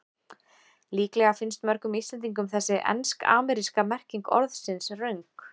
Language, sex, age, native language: Icelandic, female, 20-29, Icelandic